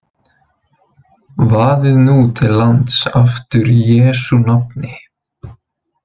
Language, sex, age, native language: Icelandic, male, 20-29, Icelandic